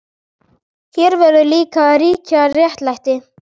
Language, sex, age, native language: Icelandic, male, 12, Icelandic